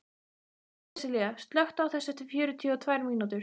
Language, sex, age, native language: Icelandic, female, 15, Icelandic